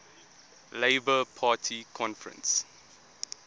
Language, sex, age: English, male, 20